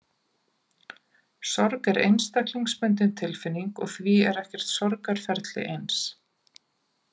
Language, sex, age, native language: Icelandic, female, 40-49, Icelandic